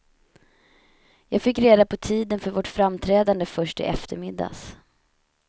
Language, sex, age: Swedish, female, 31